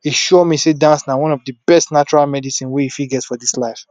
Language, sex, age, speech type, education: Nigerian Pidgin, male, 46-60, spontaneous, tertiary